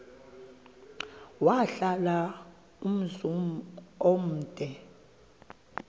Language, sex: Xhosa, female